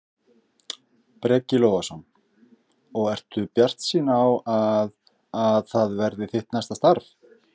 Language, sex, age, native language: Icelandic, male, 50-59, Icelandic